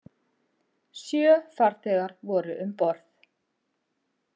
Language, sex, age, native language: Icelandic, female, 50-59, Icelandic